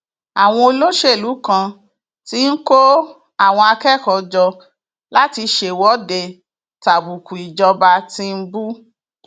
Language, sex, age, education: Yoruba, female, 46-60, tertiary